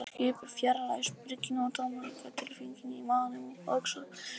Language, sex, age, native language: Icelandic, female, 50-59, Icelandic